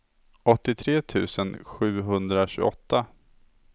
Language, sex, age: Swedish, male, 27